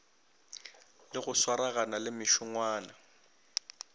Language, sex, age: Northern Sotho, male, 20